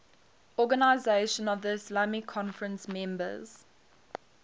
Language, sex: English, female